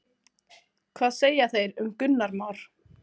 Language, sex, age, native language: Icelandic, female, 20-29, Icelandic